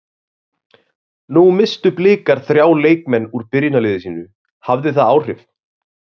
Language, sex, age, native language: Icelandic, male, 30-39, Icelandic